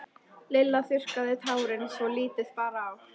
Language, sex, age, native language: Icelandic, female, 13, Icelandic